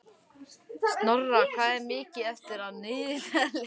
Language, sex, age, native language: Icelandic, male, 11, Icelandic